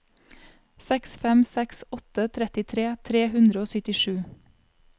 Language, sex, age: Norwegian, female, 35